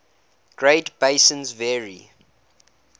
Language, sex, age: English, male, 19